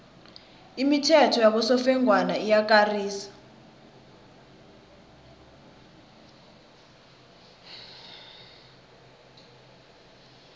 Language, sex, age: South Ndebele, female, 21